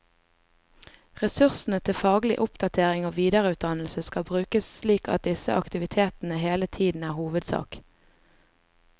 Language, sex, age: Norwegian, female, 20